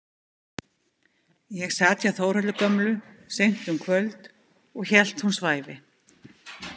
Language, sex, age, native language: Icelandic, female, 50-59, Icelandic